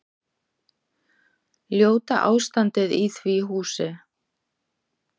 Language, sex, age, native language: Icelandic, female, 40-49, Icelandic